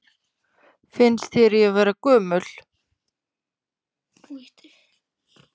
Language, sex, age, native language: Icelandic, male, 10, Icelandic